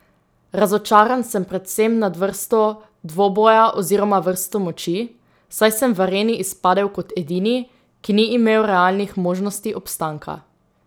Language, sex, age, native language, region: Slovenian, female, 18-29, Slovenian, Drava region